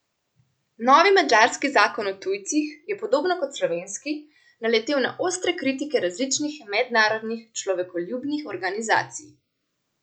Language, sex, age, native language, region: Slovenian, female, 18-29, Slovenian, Central Slovenia